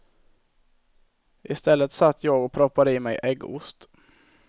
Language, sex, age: Swedish, male, 22